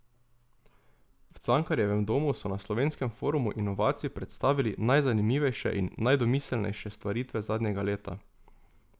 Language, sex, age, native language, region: Slovenian, male, 18-29, Slovenian, Drava region